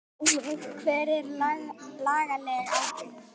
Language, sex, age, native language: Icelandic, male, 10, Icelandic